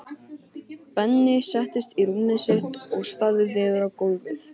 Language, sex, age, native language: Icelandic, male, 15, Icelandic